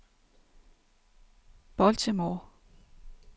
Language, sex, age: Danish, female, 32